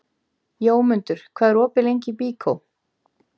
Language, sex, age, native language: Icelandic, female, 18-19, Icelandic